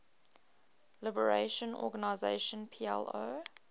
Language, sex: English, female